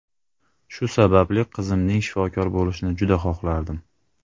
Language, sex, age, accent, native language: Uzbek, male, 25-34, Andijon, Uzbek